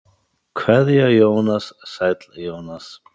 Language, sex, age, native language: Icelandic, male, 50-59, Icelandic